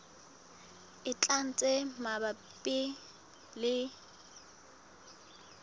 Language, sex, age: Southern Sotho, female, 19